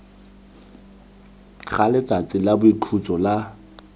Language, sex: Tswana, male